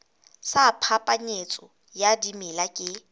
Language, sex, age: Southern Sotho, female, 20